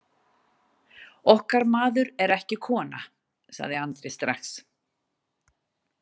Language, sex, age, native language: Icelandic, female, 60-69, Icelandic